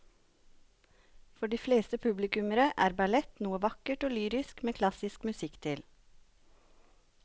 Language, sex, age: Norwegian, female, 36